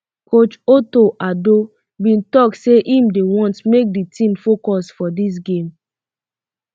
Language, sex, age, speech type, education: Nigerian Pidgin, female, 15-29, spontaneous, secondary